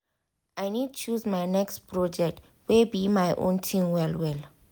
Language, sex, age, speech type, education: Nigerian Pidgin, female, 15-29, spontaneous, tertiary